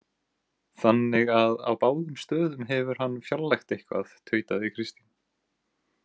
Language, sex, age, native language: Icelandic, male, 18-19, Icelandic